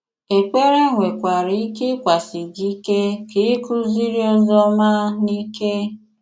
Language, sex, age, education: Igbo, female, 15-29, tertiary